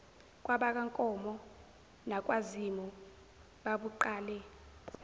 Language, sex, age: Zulu, female, 17